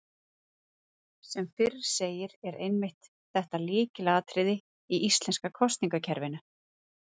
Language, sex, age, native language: Icelandic, female, 30-39, Icelandic